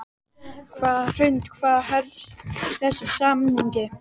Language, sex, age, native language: Icelandic, female, 12, Icelandic